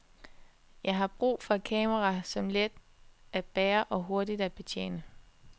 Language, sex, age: Danish, female, 21